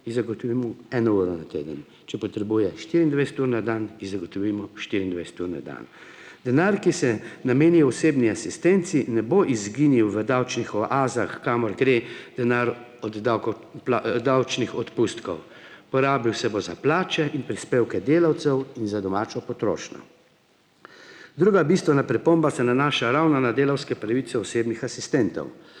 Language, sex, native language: Slovenian, male, Slovenian